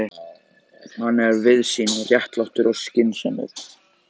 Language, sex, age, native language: Icelandic, male, 14, Icelandic